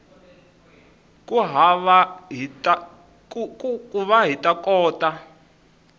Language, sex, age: Tsonga, male, 20